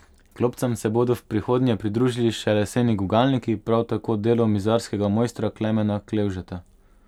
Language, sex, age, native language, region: Slovenian, male, 18-29, Slovenian, Pomurje region